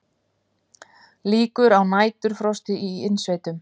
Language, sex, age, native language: Icelandic, female, 50-59, Icelandic